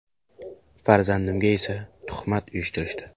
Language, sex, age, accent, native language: Uzbek, male, 18-24, Samarqand, Uzbek